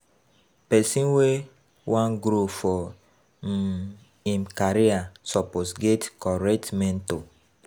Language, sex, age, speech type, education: Nigerian Pidgin, female, 15-29, spontaneous, tertiary